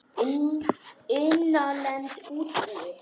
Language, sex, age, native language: Icelandic, male, 10, Icelandic